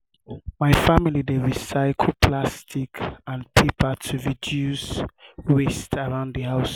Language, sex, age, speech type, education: Nigerian Pidgin, male, 15-29, spontaneous, tertiary